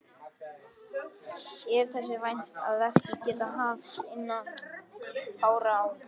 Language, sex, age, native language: Icelandic, male, 13, Icelandic